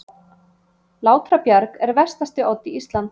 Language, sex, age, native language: Icelandic, female, 30-39, Icelandic